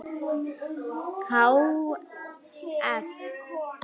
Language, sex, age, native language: Icelandic, female, 9, Icelandic